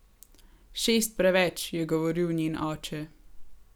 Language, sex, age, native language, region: Slovenian, female, 18-29, Slovenian, Gorenjska region